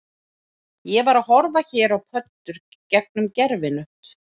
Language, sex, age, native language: Icelandic, female, 30-39, Icelandic